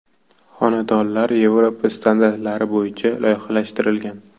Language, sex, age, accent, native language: Uzbek, male, 18-24, Toshkent viloyati, Uzbek